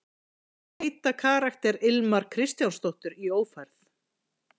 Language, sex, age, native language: Icelandic, female, 40-49, Icelandic